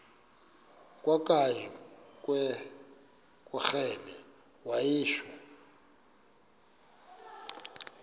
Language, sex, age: Xhosa, male, 23